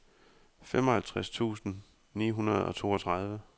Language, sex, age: Danish, male, 30